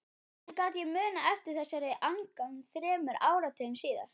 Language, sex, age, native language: Icelandic, male, 12, Icelandic